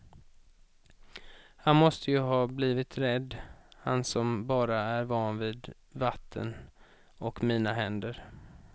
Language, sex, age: Swedish, male, 31